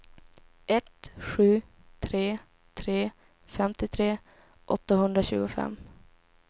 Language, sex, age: Swedish, female, 17